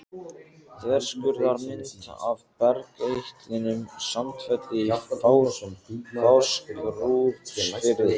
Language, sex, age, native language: Icelandic, male, 14, Icelandic